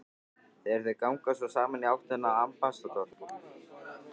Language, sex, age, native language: Icelandic, male, 13, Icelandic